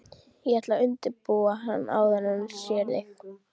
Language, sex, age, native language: Icelandic, female, 12, Icelandic